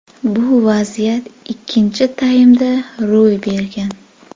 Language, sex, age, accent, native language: Uzbek, female, 18-24, Jizzax, Uzbek